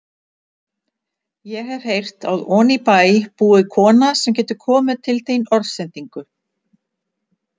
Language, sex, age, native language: Icelandic, female, 60-69, Icelandic